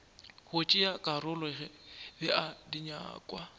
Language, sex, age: Northern Sotho, male, 24